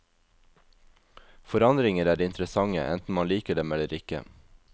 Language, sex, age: Norwegian, male, 22